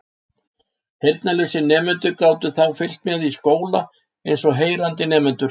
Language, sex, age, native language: Icelandic, male, 60-69, Icelandic